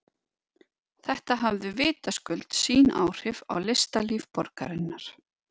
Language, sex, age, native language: Icelandic, female, 50-59, Icelandic